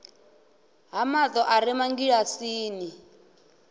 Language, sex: Venda, male